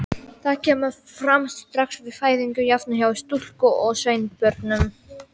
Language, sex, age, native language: Icelandic, female, 18-19, Icelandic